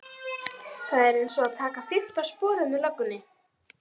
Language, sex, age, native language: Icelandic, female, 11, Icelandic